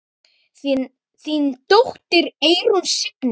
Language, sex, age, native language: Icelandic, female, 9, Icelandic